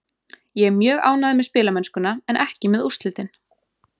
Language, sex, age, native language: Icelandic, female, 20-29, Icelandic